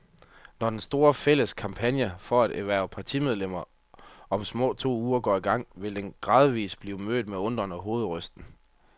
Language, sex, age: Danish, male, 30